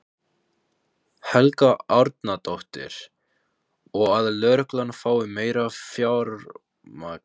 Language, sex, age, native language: Icelandic, male, 15, Icelandic